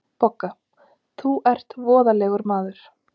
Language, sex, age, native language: Icelandic, female, 30-39, Icelandic